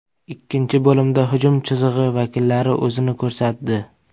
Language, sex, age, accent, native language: Uzbek, male, 25-34, Samarqand, Uzbek